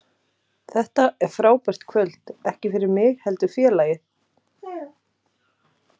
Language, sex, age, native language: Icelandic, female, 30-39, Icelandic